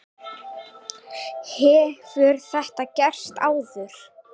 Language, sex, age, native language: Icelandic, female, 8, Icelandic